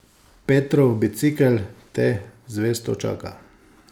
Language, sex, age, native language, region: Slovenian, male, 50-59, Slovenian, Savinja region